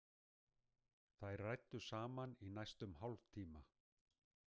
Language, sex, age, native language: Icelandic, male, 60-69, Icelandic